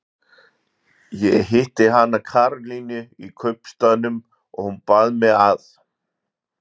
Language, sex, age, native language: Icelandic, male, 40-49, Icelandic